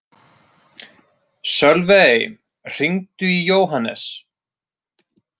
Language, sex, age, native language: Icelandic, male, 30-39, Icelandic